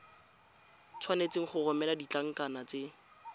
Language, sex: Tswana, female